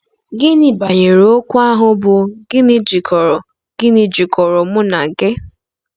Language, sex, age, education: Igbo, female, 15-29, tertiary